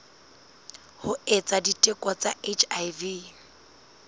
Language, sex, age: Southern Sotho, female, 19